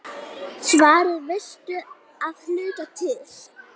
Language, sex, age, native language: Icelandic, female, 9, Icelandic